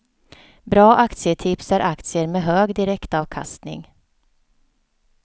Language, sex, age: Swedish, female, 48